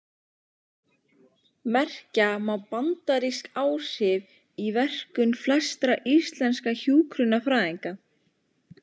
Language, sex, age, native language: Icelandic, female, 15, Icelandic